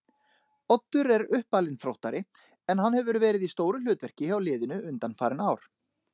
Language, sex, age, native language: Icelandic, male, 30-39, Icelandic